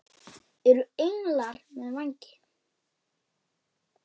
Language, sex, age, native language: Icelandic, female, 8, Icelandic